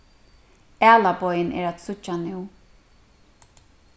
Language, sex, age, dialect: Faroese, female, 36-60, Suðurstreymoy